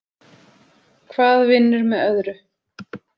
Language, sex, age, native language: Icelandic, female, 30-39, Icelandic